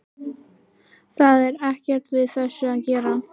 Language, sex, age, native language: Icelandic, female, 13, Icelandic